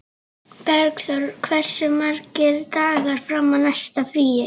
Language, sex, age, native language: Icelandic, female, 11, Icelandic